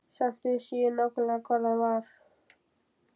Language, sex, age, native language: Icelandic, male, 11, Icelandic